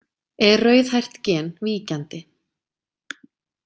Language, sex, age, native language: Icelandic, female, 30-39, Icelandic